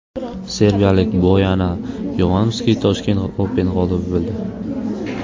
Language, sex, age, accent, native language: Uzbek, male, under 19, Buxoro, Uzbek